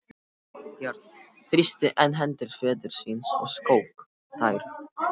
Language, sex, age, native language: Icelandic, male, 12, Icelandic